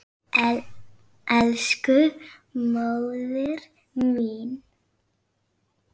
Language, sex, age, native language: Icelandic, female, 6, Icelandic